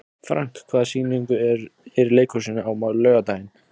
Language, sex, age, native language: Icelandic, male, 20-29, Icelandic